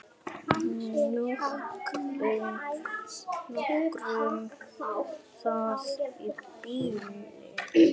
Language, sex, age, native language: Icelandic, male, 7, Icelandic